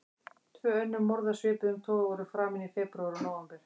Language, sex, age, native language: Icelandic, female, 30-39, Icelandic